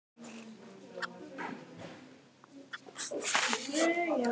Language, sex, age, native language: Icelandic, male, 18-19, Icelandic